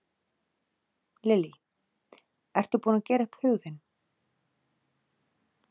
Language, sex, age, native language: Icelandic, female, 40-49, Icelandic